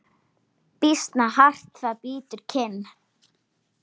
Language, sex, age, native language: Icelandic, female, 10, Icelandic